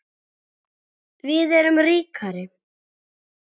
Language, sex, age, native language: Icelandic, male, 9, Icelandic